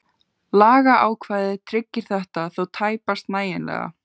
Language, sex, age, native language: Icelandic, female, 15, Icelandic